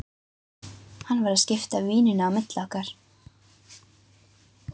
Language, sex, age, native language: Icelandic, female, 12, Icelandic